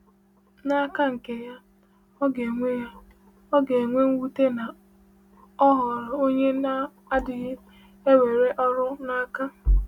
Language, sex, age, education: Igbo, female, 15-29, tertiary